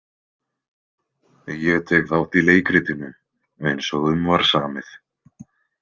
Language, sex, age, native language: Icelandic, male, 20-29, Icelandic